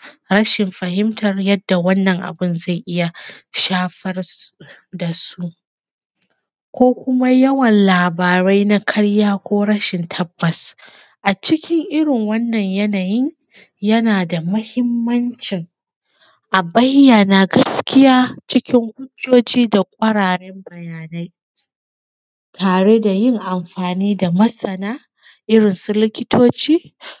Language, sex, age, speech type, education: Hausa, female, 15-29, spontaneous, secondary